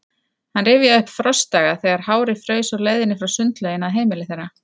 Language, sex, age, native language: Icelandic, female, 40-49, Icelandic